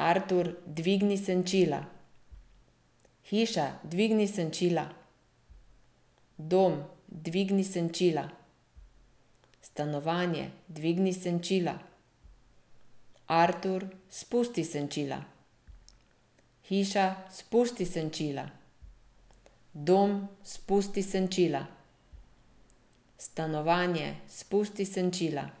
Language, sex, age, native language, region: Slovenian, female, 50-59, Slovenian, Central Slovenia